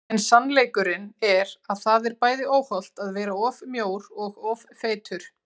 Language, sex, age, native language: Icelandic, female, 40-49, Icelandic